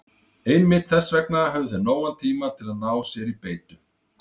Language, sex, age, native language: Icelandic, male, 30-39, Icelandic